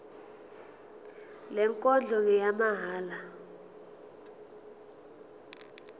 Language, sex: Zulu, female